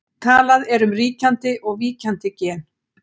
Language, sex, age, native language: Icelandic, female, 60-69, Icelandic